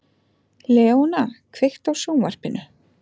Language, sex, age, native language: Icelandic, female, 30-39, Icelandic